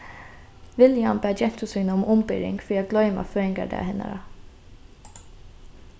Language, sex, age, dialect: Faroese, female, 15-35, Norðurstreymoy/Eysturoy